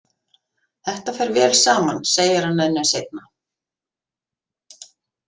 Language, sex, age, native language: Icelandic, female, 50-59, Icelandic